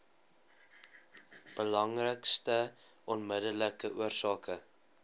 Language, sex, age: Afrikaans, male, 20